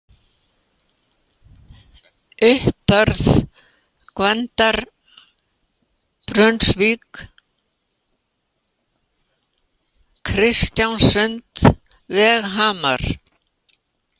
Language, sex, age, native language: Icelandic, female, 80-89, Icelandic